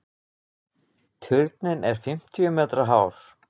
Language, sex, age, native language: Icelandic, male, 20-29, Icelandic